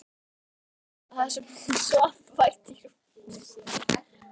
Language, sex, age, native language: Icelandic, female, 12, Icelandic